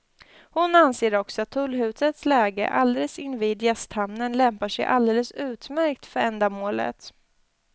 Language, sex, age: Swedish, female, 20